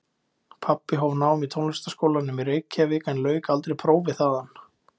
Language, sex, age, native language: Icelandic, male, 20-29, Icelandic